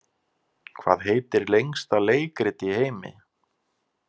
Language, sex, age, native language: Icelandic, male, 30-39, Icelandic